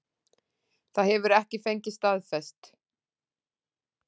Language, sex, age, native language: Icelandic, female, 40-49, Icelandic